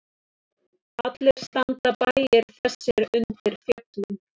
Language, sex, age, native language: Icelandic, female, 30-39, Icelandic